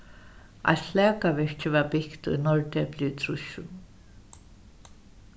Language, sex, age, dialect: Faroese, female, 61+, Suðuroy